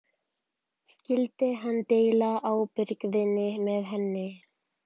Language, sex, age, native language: Icelandic, female, 12, Icelandic